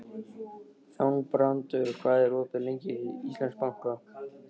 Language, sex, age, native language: Icelandic, male, 13, Icelandic